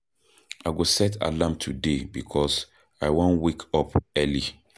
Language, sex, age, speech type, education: Nigerian Pidgin, male, 30-45, spontaneous, tertiary